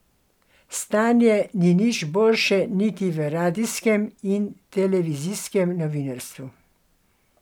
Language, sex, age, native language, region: Slovenian, female, 60+, Slovenian, Gorenjska region